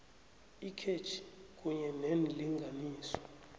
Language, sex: South Ndebele, male